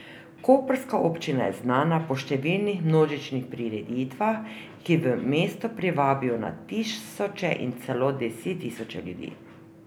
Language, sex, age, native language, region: Slovenian, female, 50-59, Slovenian, Drava region